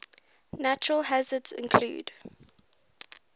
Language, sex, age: English, female, 19